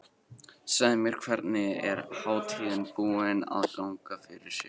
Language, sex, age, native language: Icelandic, male, 14, Icelandic